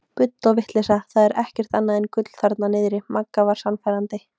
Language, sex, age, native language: Icelandic, female, 18-19, Icelandic